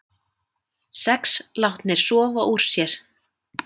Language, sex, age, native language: Icelandic, female, 30-39, Icelandic